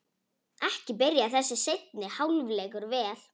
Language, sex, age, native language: Icelandic, female, 18-19, Icelandic